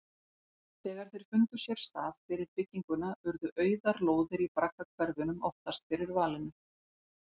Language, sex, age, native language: Icelandic, female, 40-49, Icelandic